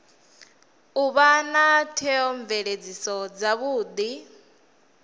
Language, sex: Venda, female